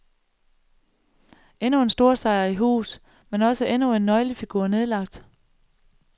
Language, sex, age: Danish, female, 35